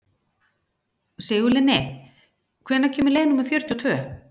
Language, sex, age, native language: Icelandic, female, 50-59, Icelandic